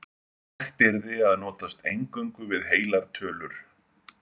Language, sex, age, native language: Icelandic, male, 50-59, Icelandic